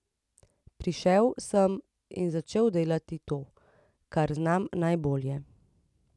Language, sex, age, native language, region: Slovenian, female, 30-49, Slovenian, Central Slovenia